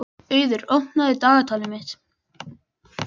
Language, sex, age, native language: Icelandic, male, 11, Icelandic